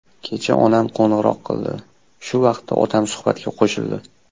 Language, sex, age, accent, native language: Uzbek, male, 19-29, Toshkent shahri, Uzbek